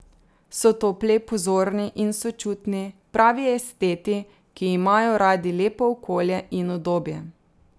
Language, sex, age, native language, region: Slovenian, female, 30-49, Slovenian, Drava region